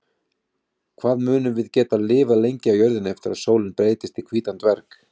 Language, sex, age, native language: Icelandic, male, 40-49, Icelandic